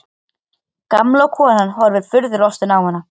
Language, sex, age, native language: Icelandic, other, 13, Icelandic